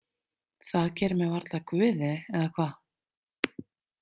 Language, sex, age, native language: Icelandic, female, 30-39, Icelandic